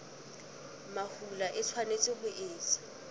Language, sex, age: Southern Sotho, female, 19